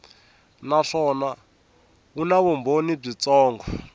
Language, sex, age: Tsonga, male, 24